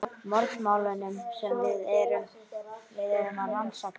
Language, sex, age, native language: Icelandic, male, 12, Icelandic